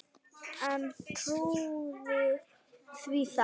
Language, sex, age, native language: Icelandic, female, 9, Icelandic